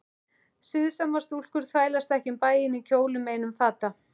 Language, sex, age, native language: Icelandic, male, 11, Icelandic